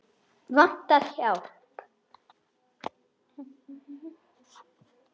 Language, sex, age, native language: Icelandic, female, 10, Icelandic